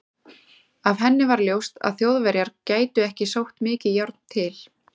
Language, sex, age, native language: Icelandic, female, 20-29, Icelandic